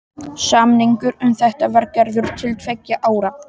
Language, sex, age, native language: Icelandic, male, 18-19, Polish